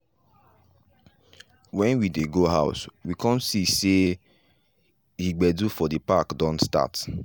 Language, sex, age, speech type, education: Nigerian Pidgin, male, 15-29, spontaneous, tertiary